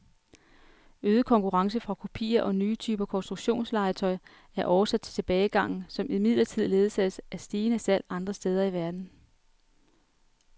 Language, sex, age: Danish, female, 33